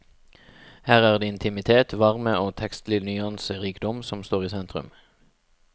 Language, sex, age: Norwegian, male, 36